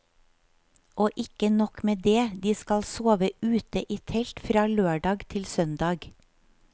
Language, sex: Norwegian, female